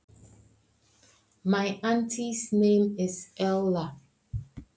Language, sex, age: Icelandic, female, 20-29